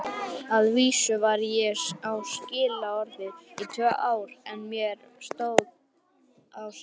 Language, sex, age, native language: Icelandic, male, 18-19, Icelandic